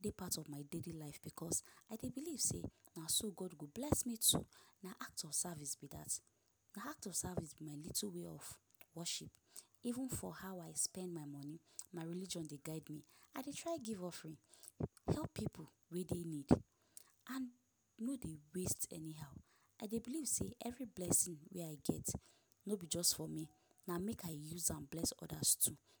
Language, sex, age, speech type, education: Nigerian Pidgin, female, 15-29, spontaneous, tertiary